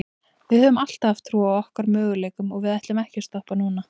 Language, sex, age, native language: Icelandic, female, 20-29, Icelandic